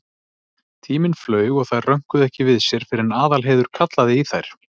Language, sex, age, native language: Icelandic, male, 30-39, Icelandic